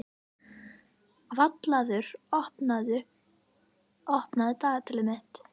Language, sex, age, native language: Icelandic, female, 11, Icelandic